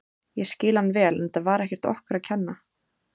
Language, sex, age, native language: Icelandic, female, 30-39, Icelandic